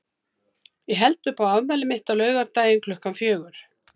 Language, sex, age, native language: Icelandic, female, 70-79, Icelandic